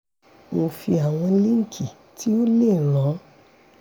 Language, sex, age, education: Yoruba, female, 46-60, secondary